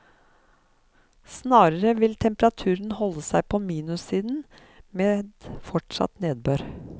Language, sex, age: Norwegian, female, 54